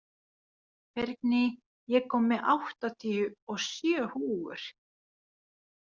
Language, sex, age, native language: Icelandic, female, 40-49, Finnish